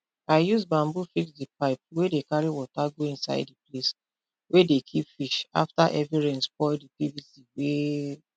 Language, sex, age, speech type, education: Nigerian Pidgin, female, 30-45, spontaneous, tertiary